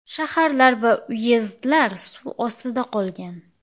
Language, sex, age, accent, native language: Uzbek, female, 18-24, Samarqand, Uzbek